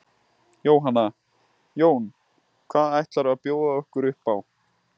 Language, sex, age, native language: Icelandic, male, 20-29, Icelandic